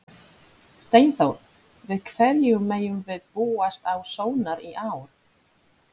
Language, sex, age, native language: Icelandic, female, 30-39, Polish